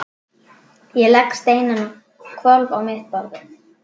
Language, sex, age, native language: Icelandic, female, 12, Icelandic